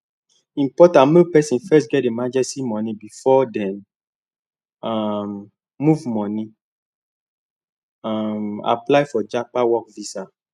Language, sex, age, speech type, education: Nigerian Pidgin, male, 15-29, spontaneous, tertiary